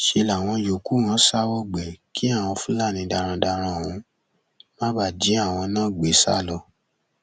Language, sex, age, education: Yoruba, male, 15-29, secondary